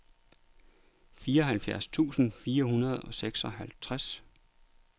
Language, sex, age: Danish, male, 39